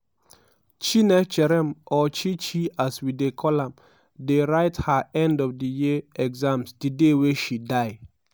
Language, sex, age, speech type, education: Nigerian Pidgin, male, 15-29, spontaneous, tertiary